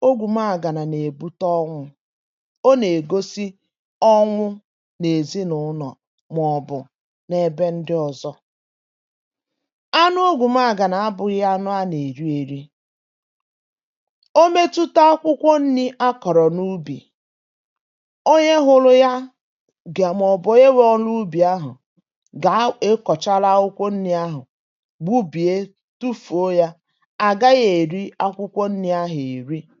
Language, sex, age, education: Igbo, female, 46-60, tertiary